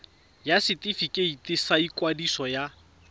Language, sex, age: Tswana, male, 31